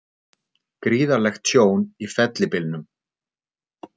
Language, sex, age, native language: Icelandic, male, 40-49, Icelandic